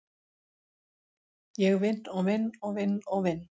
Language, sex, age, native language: Icelandic, female, 40-49, Icelandic